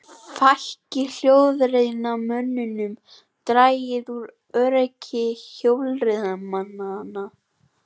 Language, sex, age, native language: Icelandic, female, 18-19, Icelandic